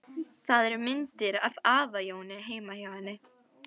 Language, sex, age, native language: Icelandic, female, 12, Icelandic